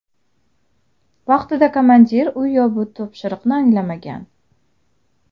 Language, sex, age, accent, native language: Uzbek, female, 19-29, Jizzax, Uzbek